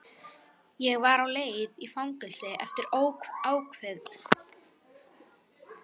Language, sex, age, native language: Icelandic, female, 11, Icelandic